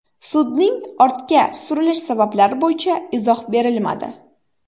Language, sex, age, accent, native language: Uzbek, female, 18-24, Xorazm, Uzbek